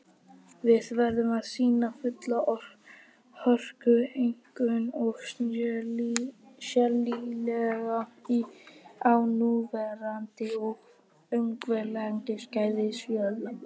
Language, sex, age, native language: Icelandic, female, 50-59, Icelandic